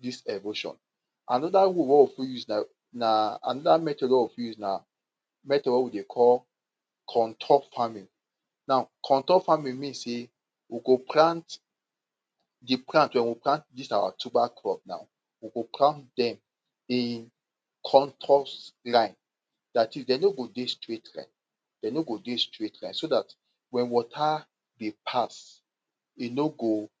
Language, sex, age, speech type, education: Nigerian Pidgin, male, 46-60, spontaneous, tertiary